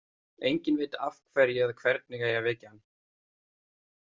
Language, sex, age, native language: Icelandic, male, 30-39, Icelandic